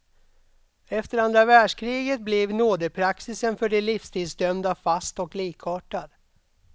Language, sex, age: Swedish, male, 32